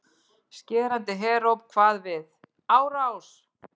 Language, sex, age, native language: Icelandic, female, 40-49, Icelandic